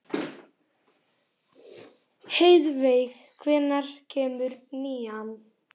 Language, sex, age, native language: Icelandic, male, 11, Icelandic